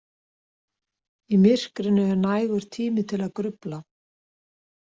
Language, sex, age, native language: Icelandic, female, 60-69, Icelandic